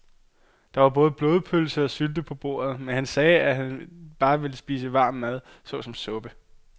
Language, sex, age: Danish, male, 22